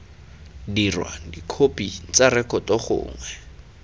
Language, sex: Tswana, male